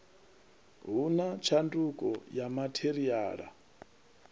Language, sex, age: Venda, male, 39